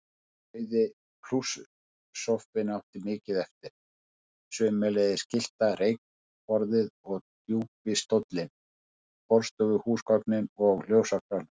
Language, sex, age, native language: Icelandic, male, 50-59, Icelandic